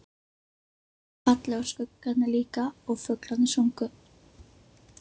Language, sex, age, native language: Icelandic, female, 11, Icelandic